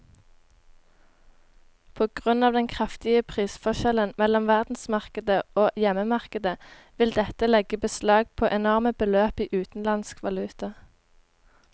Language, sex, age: Norwegian, female, 18